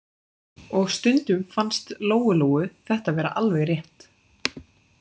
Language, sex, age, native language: Icelandic, female, 20-29, Icelandic